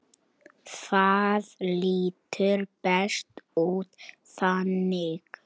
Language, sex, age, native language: Icelandic, male, 9, Icelandic